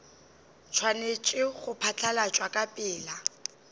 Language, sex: Northern Sotho, female